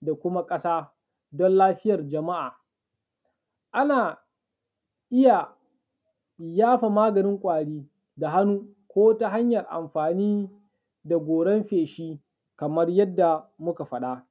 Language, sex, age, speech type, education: Hausa, male, 15-29, spontaneous, tertiary